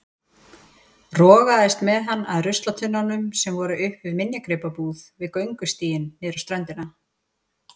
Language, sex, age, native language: Icelandic, female, 40-49, Icelandic